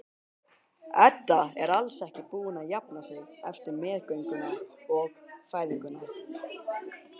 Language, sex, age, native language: Icelandic, male, 18-19, Icelandic